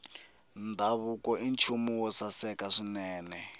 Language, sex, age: Tsonga, male, 18